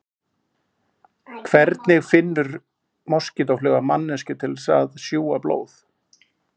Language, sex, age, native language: Icelandic, male, 40-49, Icelandic